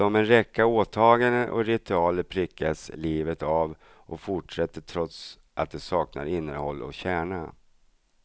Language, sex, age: Swedish, male, 42